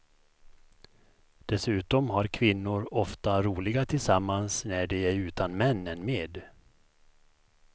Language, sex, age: Swedish, male, 51